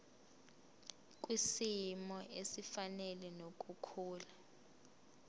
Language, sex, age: Zulu, female, 22